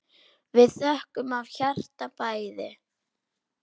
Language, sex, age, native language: Icelandic, female, 10, Icelandic